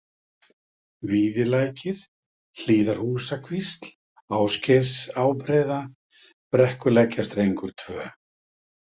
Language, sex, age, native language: Icelandic, male, 50-59, Icelandic